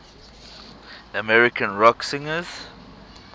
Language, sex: English, male